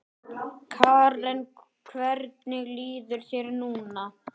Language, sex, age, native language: Icelandic, male, 9, Icelandic